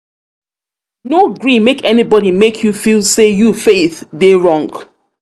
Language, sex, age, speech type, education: Nigerian Pidgin, female, 30-45, spontaneous, tertiary